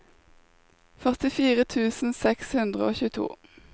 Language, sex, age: Norwegian, female, 21